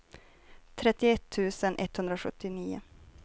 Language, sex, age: Swedish, female, 23